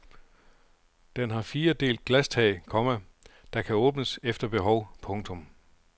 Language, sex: Danish, male